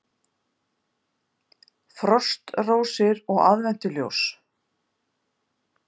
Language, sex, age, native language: Icelandic, female, 50-59, Icelandic